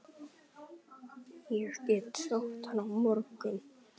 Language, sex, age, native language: Icelandic, male, 11, Icelandic